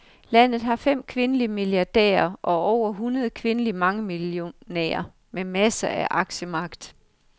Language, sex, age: Danish, female, 55